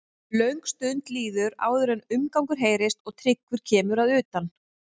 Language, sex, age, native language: Icelandic, female, 30-39, Icelandic